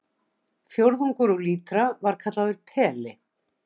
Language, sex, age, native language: Icelandic, female, 60-69, Icelandic